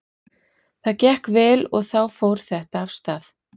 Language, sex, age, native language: Icelandic, female, 40-49, Icelandic